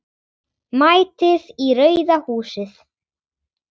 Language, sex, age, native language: Icelandic, female, 10, Icelandic